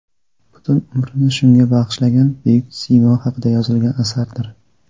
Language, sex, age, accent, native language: Uzbek, male, 19-29, Surxondaryo, Uzbek